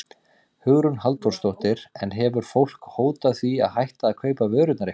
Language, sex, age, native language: Icelandic, male, 30-39, Icelandic